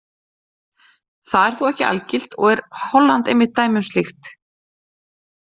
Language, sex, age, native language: Icelandic, female, 40-49, Icelandic